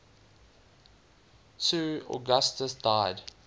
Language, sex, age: English, male, 19